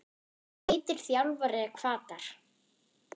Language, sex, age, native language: Icelandic, female, 10, German